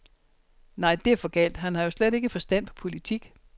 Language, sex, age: Danish, female, 60